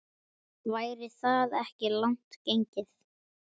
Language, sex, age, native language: Icelandic, female, 10, Icelandic